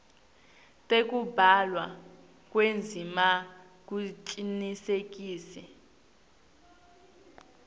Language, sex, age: Swati, female, 19